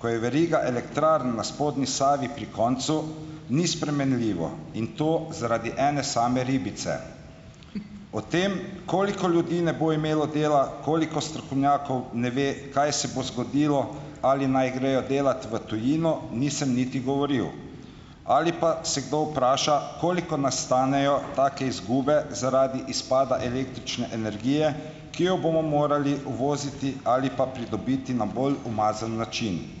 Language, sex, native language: Slovenian, male, Slovenian